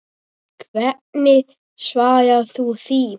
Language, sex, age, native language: Icelandic, female, 9, Icelandic